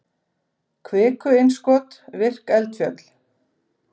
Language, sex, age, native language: Icelandic, female, 50-59, Icelandic